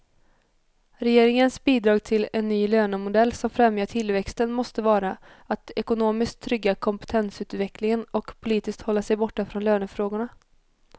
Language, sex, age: Swedish, female, 21